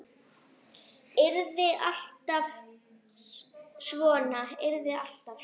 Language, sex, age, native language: Icelandic, female, 8, Icelandic